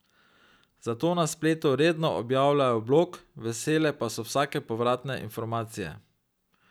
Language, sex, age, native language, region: Slovenian, male, 30-49, Slovenian, Drava region